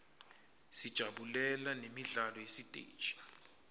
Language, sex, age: Swati, male, 25